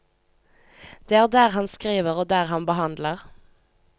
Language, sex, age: Norwegian, female, 25